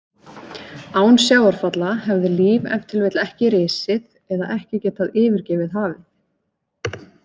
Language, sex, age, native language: Icelandic, female, 20-29, Icelandic